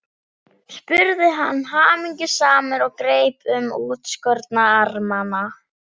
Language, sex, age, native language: Icelandic, female, 40-49, Icelandic